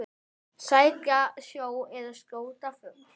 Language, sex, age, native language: Icelandic, male, 10, Icelandic